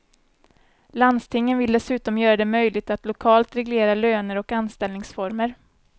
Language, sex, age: Swedish, female, 24